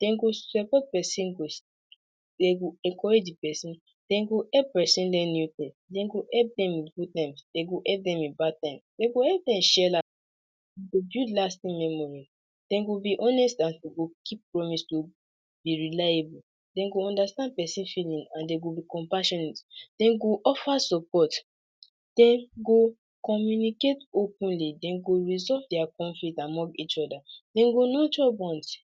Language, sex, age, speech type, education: Nigerian Pidgin, male, 46-60, spontaneous, secondary